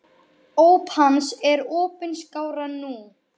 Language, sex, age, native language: Icelandic, male, 11, Icelandic